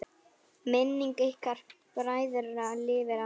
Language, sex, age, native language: Icelandic, female, 9, Icelandic